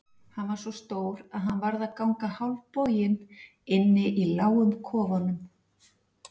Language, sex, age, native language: Icelandic, female, 40-49, Icelandic